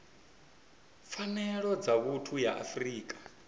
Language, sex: Venda, male